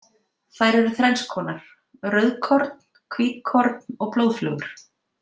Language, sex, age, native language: Icelandic, female, 50-59, Icelandic